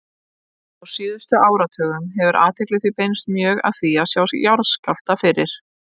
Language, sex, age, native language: Icelandic, female, 30-39, Icelandic